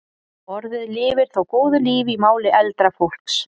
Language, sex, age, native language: Icelandic, female, 40-49, Icelandic